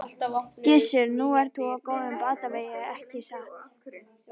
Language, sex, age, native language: Icelandic, other, 12, Icelandic